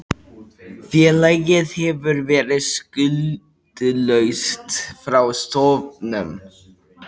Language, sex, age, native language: Icelandic, male, 18-19, Icelandic